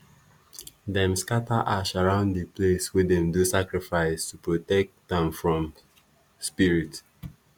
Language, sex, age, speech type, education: Nigerian Pidgin, male, 15-29, spontaneous, tertiary